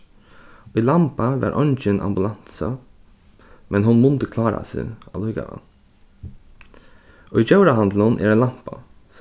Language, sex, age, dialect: Faroese, male, 15-35, Norðurstreymoy/Eysturoy